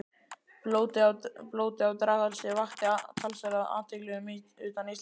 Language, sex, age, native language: Icelandic, male, 12, Icelandic